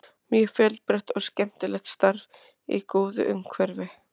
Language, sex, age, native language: Icelandic, female, 30-39, Icelandic